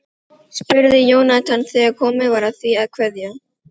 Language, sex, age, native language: Icelandic, female, 12, Filipino